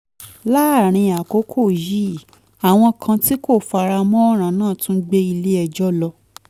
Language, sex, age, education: Yoruba, female, 15-29, tertiary